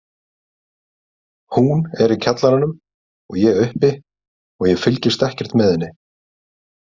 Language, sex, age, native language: Icelandic, male, 30-39, Icelandic